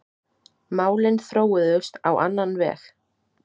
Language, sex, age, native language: Icelandic, female, 18-19, Icelandic